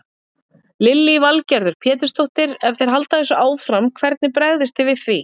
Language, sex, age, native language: Icelandic, female, 40-49, Icelandic